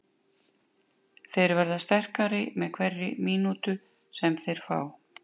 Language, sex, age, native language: Icelandic, female, 50-59, Icelandic